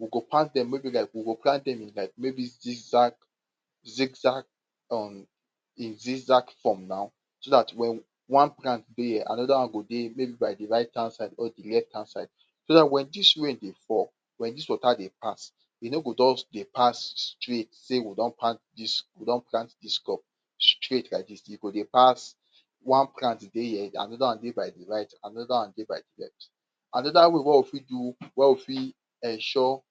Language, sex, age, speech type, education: Nigerian Pidgin, male, 46-60, spontaneous, tertiary